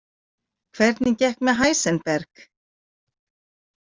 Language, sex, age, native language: Icelandic, female, 40-49, Icelandic